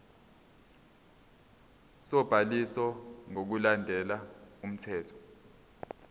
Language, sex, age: Zulu, male, 22